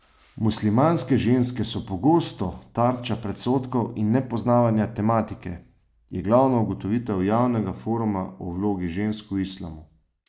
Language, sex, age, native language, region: Slovenian, male, 30-49, Slovenian, Savinja region